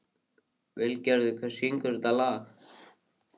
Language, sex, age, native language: Icelandic, male, 18-19, Icelandic